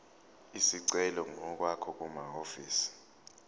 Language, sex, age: Zulu, male, 29